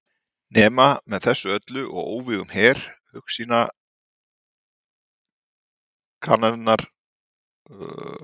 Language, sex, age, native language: Icelandic, male, 40-49, Icelandic